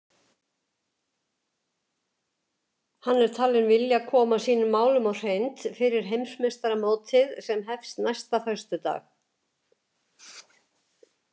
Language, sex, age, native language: Icelandic, female, 70-79, Icelandic